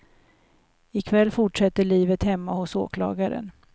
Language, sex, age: Swedish, female, 56